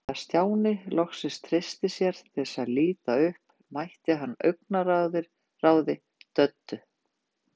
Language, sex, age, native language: Icelandic, female, 50-59, Icelandic